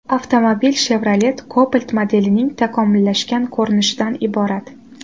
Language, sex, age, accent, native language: Uzbek, female, 18-24, Toshkent shahri, Uzbek